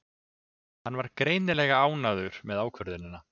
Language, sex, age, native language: Icelandic, male, 20-29, Icelandic